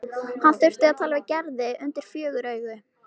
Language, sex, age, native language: Icelandic, female, 13, Icelandic